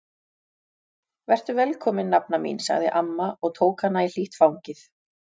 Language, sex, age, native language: Icelandic, female, 40-49, Icelandic